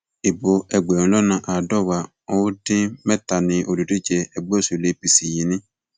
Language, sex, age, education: Yoruba, male, 15-29, tertiary